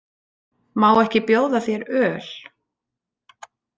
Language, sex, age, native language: Icelandic, female, 40-49, Icelandic